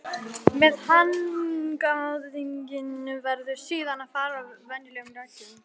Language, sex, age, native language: Icelandic, female, 11, Icelandic